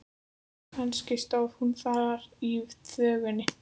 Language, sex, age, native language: Icelandic, female, 14, Icelandic